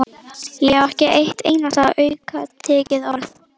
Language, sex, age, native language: Icelandic, female, 11, Icelandic